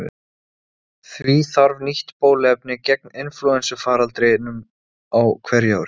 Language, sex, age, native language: Icelandic, male, 20-29, Icelandic